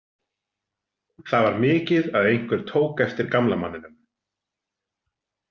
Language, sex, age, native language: Icelandic, male, 40-49, Icelandic